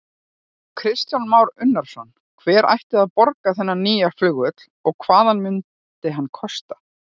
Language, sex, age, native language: Icelandic, female, 40-49, Icelandic